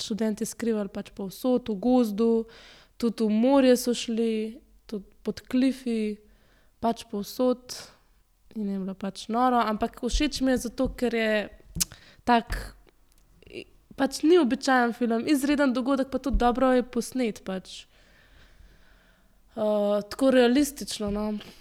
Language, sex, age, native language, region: Slovenian, female, 18-29, Slovenian, Central Slovenia